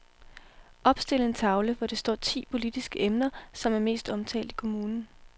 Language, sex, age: Danish, female, 18